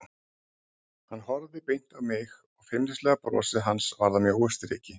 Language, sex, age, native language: Icelandic, male, 30-39, Icelandic